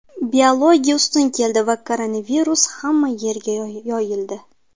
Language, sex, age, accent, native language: Uzbek, female, 19-29, Qashqadaryo, Uzbek